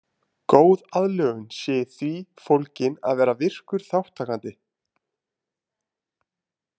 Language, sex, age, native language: Icelandic, male, 20-29, Icelandic